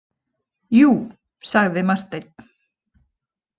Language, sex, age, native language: Icelandic, female, 20-29, Icelandic